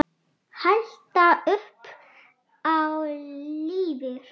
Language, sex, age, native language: Icelandic, female, 9, Icelandic